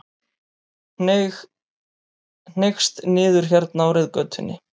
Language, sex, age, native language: Icelandic, male, 30-39, Icelandic